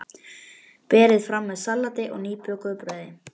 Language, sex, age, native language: Icelandic, male, 11, Icelandic